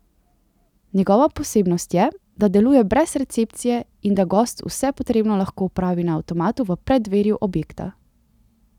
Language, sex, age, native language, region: Slovenian, female, 18-29, Slovenian, Central Slovenia